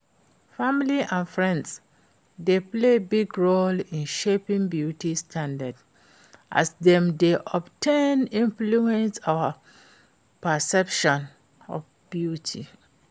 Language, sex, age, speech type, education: Nigerian Pidgin, female, 46-60, read, secondary